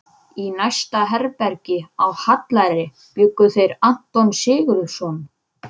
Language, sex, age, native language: Icelandic, male, 11, Icelandic